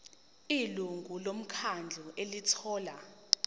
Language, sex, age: Zulu, female, 19